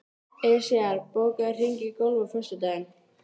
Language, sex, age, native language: Icelandic, female, 13, Icelandic